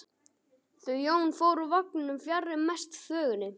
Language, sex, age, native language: Icelandic, male, 12, Icelandic